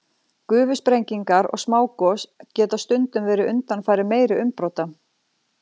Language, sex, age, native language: Icelandic, female, 40-49, Icelandic